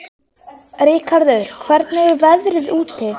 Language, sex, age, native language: Icelandic, female, 13, Icelandic